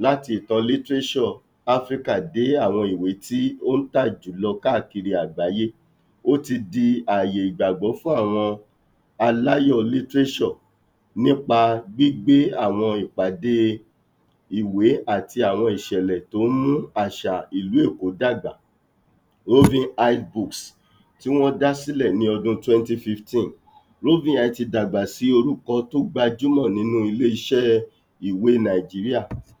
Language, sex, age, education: Yoruba, male, 46-60, tertiary